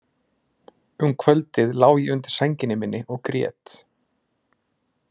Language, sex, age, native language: Icelandic, male, 20-29, Icelandic